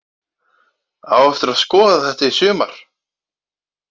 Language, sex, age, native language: Icelandic, male, 20-29, Icelandic